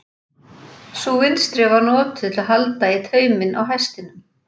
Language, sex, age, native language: Icelandic, female, 40-49, Icelandic